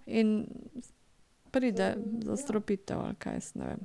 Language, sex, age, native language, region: Slovenian, female, 50-59, Slovenian, Carinthia region